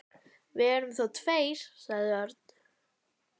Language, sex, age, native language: Icelandic, female, 11, Icelandic